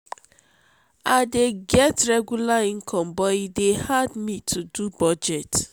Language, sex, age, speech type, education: Nigerian Pidgin, female, 30-45, spontaneous, tertiary